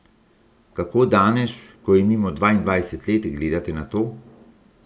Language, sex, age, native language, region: Slovenian, male, 60+, Slovenian, Gorenjska region